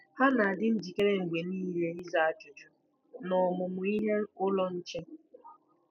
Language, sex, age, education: Igbo, female, 15-29, tertiary